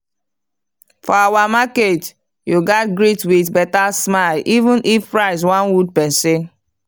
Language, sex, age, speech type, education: Nigerian Pidgin, female, 30-45, spontaneous, tertiary